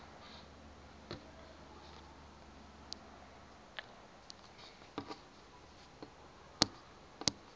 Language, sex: Xhosa, male